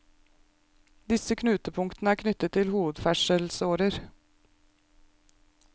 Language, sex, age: Norwegian, female, 36